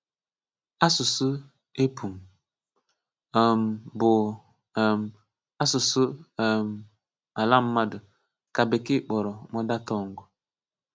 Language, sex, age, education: Igbo, male, 15-29, tertiary